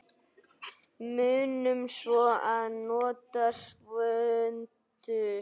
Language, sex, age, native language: Icelandic, male, 9, Icelandic